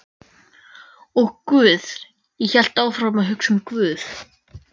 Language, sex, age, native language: Icelandic, male, 14, Icelandic